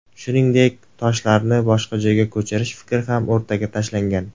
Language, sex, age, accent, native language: Uzbek, male, 19-29, Surxondaryo, Uzbek